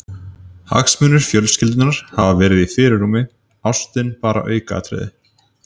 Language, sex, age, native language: Icelandic, male, 30-39, Icelandic